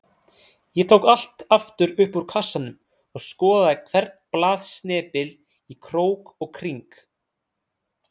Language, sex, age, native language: Icelandic, male, 30-39, Icelandic